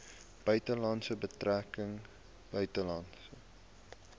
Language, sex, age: Afrikaans, male, 18